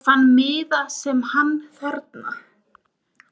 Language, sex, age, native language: Icelandic, female, 20-29, Icelandic